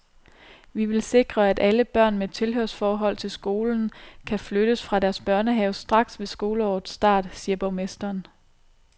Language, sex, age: Danish, female, 29